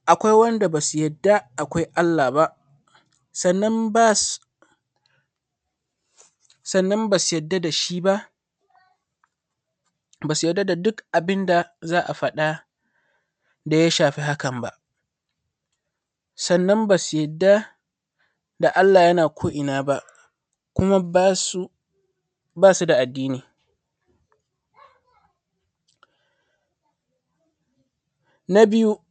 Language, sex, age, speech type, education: Hausa, male, 15-29, spontaneous, secondary